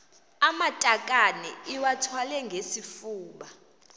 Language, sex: Xhosa, female